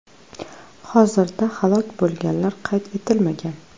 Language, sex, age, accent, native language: Uzbek, female, 25-34, Toshkent shahri, Uzbek